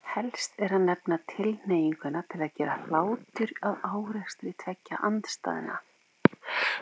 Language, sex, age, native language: Icelandic, female, 50-59, Icelandic